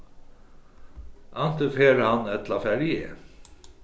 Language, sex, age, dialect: Faroese, male, 36-60, Suðurstreymoy